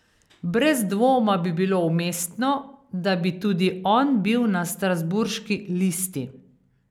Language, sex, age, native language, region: Slovenian, female, 50-59, Slovenian, Carinthia region